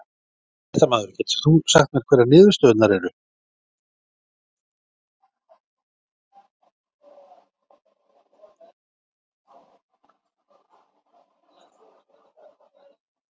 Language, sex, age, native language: Icelandic, male, 40-49, Icelandic